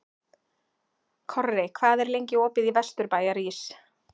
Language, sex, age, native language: Icelandic, female, 40-49, Icelandic